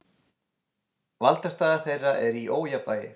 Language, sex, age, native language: Icelandic, male, 20-29, Icelandic